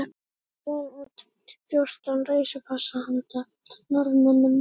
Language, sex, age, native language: Icelandic, female, 11, Icelandic